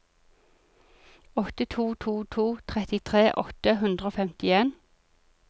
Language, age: Norwegian, 40